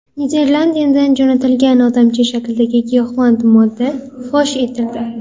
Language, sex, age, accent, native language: Uzbek, female, 18-24, Namangan, Uzbek